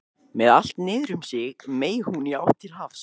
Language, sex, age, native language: Icelandic, male, 20-29, Icelandic